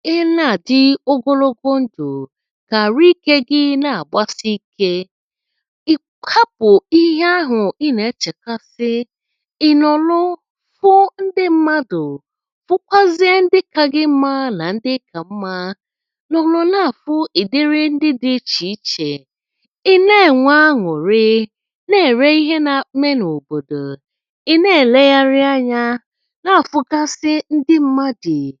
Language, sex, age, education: Igbo, female, 30-45, secondary